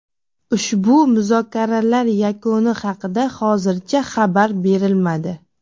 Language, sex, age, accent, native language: Uzbek, female, 18-24, Jizzax, Uzbek